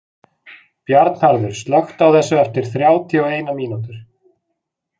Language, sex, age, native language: Icelandic, male, 40-49, Icelandic